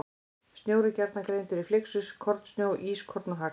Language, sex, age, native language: Icelandic, female, 40-49, Icelandic